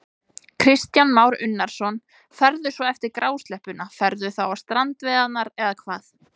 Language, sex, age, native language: Icelandic, female, 20-29, Icelandic